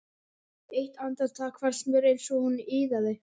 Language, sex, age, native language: Icelandic, male, 11, Icelandic